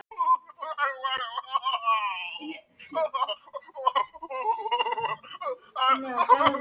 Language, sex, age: Icelandic, other, 18-19